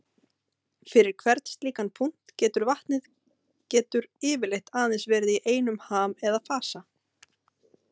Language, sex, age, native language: Icelandic, female, 30-39, Icelandic